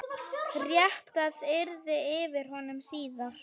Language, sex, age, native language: Icelandic, female, 9, Icelandic